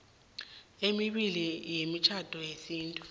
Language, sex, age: South Ndebele, female, 21